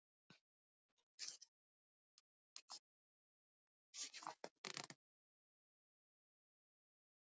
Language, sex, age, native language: Icelandic, female, 70-79, Icelandic